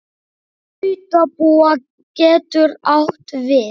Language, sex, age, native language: Icelandic, male, 9, Icelandic